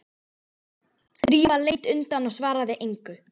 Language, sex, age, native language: Icelandic, female, 12, Icelandic